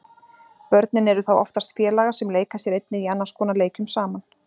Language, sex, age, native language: Icelandic, female, 40-49, Icelandic